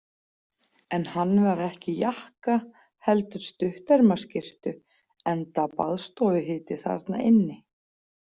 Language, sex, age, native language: Icelandic, female, 40-49, Icelandic